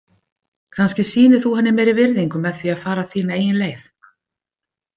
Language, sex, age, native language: Icelandic, female, 50-59, Icelandic